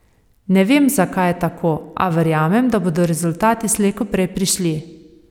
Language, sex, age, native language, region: Slovenian, female, 30-49, Slovenian, Savinja region